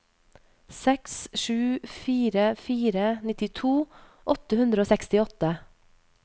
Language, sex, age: Norwegian, female, 31